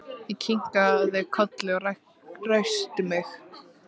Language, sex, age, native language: Icelandic, female, 13, Icelandic